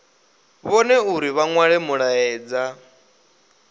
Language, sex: Venda, male